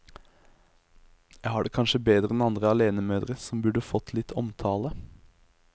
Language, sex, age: Norwegian, male, 23